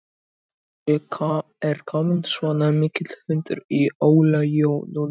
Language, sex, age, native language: Icelandic, male, 18-19, Icelandic